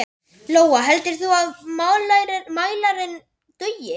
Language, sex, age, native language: Icelandic, male, 10, Icelandic